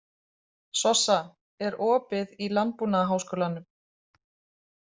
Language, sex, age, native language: Icelandic, female, 30-39, Icelandic